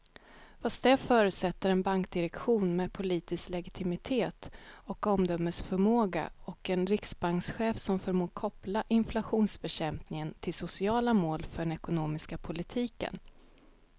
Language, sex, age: Swedish, female, 31